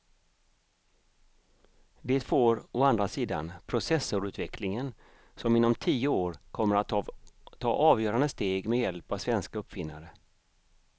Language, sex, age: Swedish, male, 55